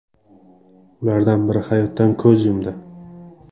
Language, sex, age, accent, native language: Uzbek, male, 25-34, Andijon, Uzbek